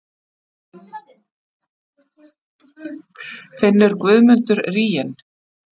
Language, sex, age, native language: Icelandic, female, 40-49, Icelandic